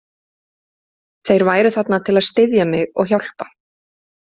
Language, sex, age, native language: Icelandic, female, 30-39, Icelandic